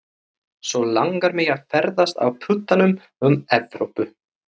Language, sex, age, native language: Icelandic, male, 30-39, Icelandic